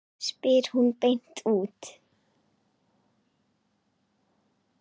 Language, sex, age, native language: Icelandic, female, 10, Icelandic